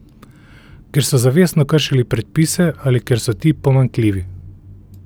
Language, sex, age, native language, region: Slovenian, male, 30-49, Slovenian, Central Slovenia